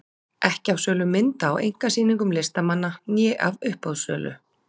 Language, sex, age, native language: Icelandic, female, 40-49, Icelandic